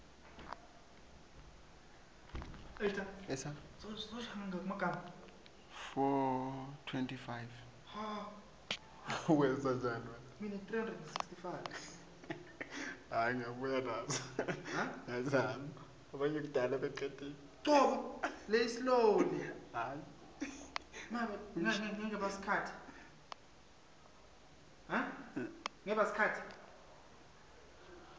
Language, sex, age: Swati, male, 23